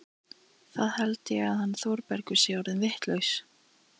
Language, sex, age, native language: Icelandic, female, 13, Icelandic